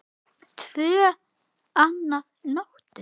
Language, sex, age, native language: Icelandic, female, 8, Icelandic